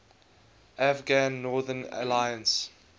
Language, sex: English, male